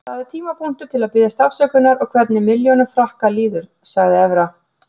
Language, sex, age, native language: Icelandic, female, 40-49, Icelandic